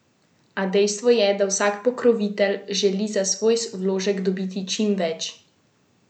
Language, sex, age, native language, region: Slovenian, female, 18-29, Slovenian, Central Slovenia